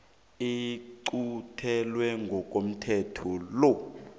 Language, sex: South Ndebele, male